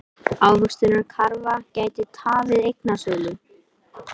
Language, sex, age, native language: Icelandic, male, 18-19, Icelandic